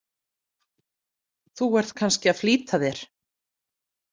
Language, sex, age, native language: Icelandic, female, 40-49, Icelandic